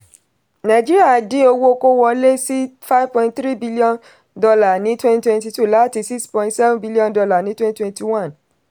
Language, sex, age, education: Yoruba, female, 30-45, tertiary